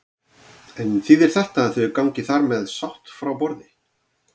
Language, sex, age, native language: Icelandic, male, 40-49, Icelandic